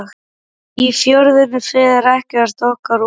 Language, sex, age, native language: Icelandic, male, 12, Icelandic